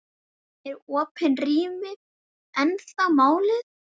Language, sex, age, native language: Icelandic, female, 10, Icelandic